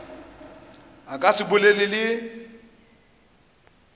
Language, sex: Northern Sotho, male